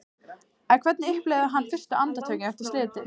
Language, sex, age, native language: Icelandic, female, 15, Icelandic